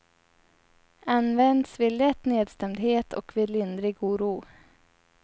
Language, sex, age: Swedish, female, 30